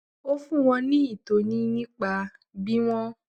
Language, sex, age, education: Yoruba, female, 15-29, secondary